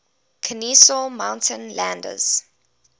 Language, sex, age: English, female, 20